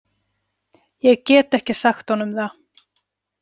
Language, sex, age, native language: Icelandic, female, 40-49, Icelandic